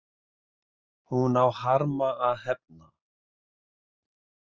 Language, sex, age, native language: Icelandic, male, 60-69, Icelandic